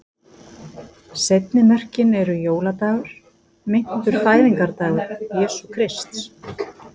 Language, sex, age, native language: Icelandic, female, 50-59, Icelandic